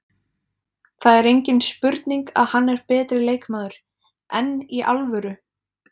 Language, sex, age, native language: Icelandic, female, 20-29, Icelandic